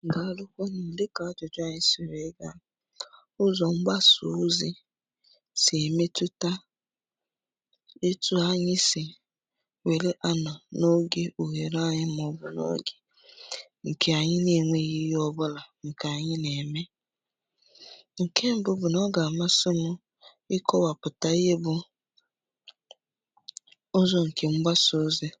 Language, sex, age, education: Igbo, female, 15-29, secondary